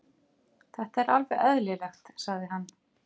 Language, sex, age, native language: Icelandic, female, 50-59, Icelandic